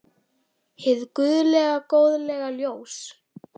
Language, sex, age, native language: Icelandic, female, 10, Icelandic